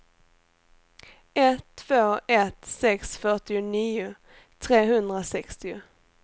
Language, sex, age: Swedish, female, 18